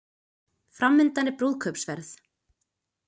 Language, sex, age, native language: Icelandic, female, 20-29, Icelandic